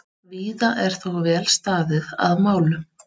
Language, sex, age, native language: Icelandic, female, 30-39, Icelandic